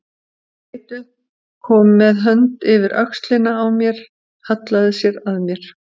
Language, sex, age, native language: Icelandic, female, 50-59, Icelandic